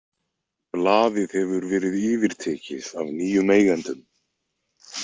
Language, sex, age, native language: Icelandic, male, 20-29, Icelandic